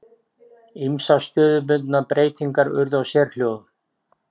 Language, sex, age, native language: Icelandic, male, 40-49, Icelandic